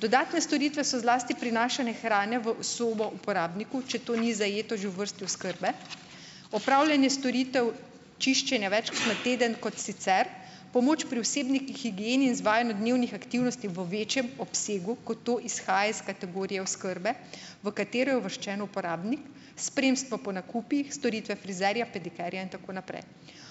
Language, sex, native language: Slovenian, female, Slovenian